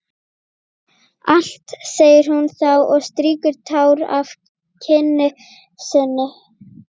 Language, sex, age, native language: Icelandic, female, 12, Icelandic